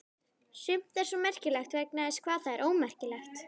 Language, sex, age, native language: Icelandic, male, 11, Icelandic